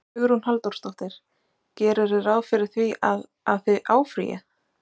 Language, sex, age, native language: Icelandic, female, 20-29, Icelandic